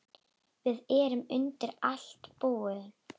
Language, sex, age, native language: Icelandic, female, 9, Icelandic